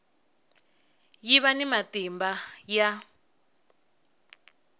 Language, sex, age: Tsonga, female, 19